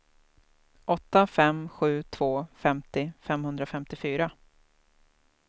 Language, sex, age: Swedish, female, 28